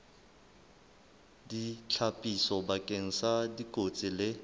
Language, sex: Southern Sotho, male